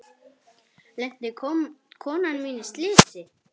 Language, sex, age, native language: Icelandic, female, 10, Icelandic